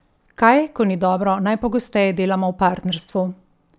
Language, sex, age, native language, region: Slovenian, female, 50-59, Slovenian, Central Slovenia